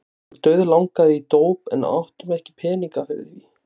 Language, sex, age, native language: Icelandic, male, 20-29, Icelandic